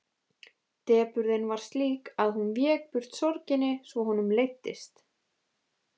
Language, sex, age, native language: Icelandic, female, 20-29, Icelandic